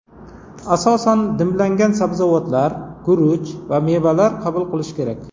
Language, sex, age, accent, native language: Uzbek, male, 40-49, Jizzax, Uzbek